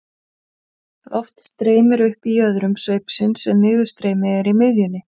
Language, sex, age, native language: Icelandic, female, 40-49, Icelandic